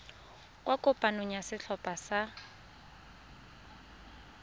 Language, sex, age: Tswana, female, 20